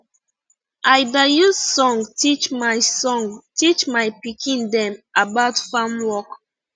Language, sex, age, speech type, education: Nigerian Pidgin, female, 15-29, spontaneous, tertiary